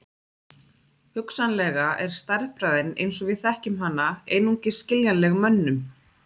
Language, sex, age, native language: Icelandic, female, 30-39, Icelandic